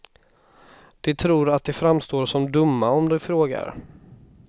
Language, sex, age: Swedish, male, 26